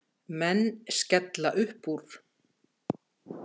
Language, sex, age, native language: Icelandic, female, 60-69, Icelandic